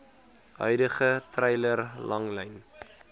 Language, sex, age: Afrikaans, male, 20